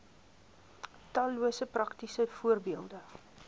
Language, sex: Afrikaans, female